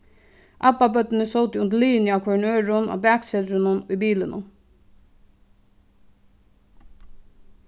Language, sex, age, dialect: Faroese, female, 15-35, Suðuroy